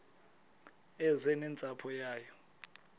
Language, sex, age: Xhosa, male, 20